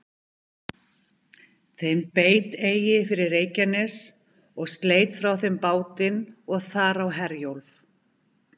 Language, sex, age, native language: Icelandic, female, 50-59, Icelandic